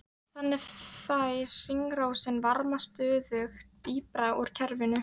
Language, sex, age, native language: Icelandic, female, 13, Icelandic